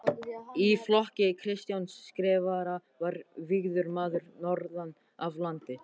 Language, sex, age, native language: Icelandic, male, 14, Icelandic